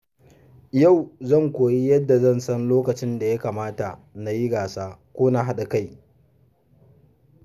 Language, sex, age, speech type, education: Hausa, male, 30-45, read, secondary